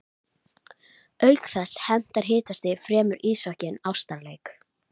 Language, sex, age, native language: Icelandic, female, 11, Icelandic